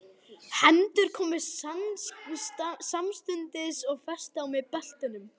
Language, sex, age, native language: Icelandic, male, 11, Icelandic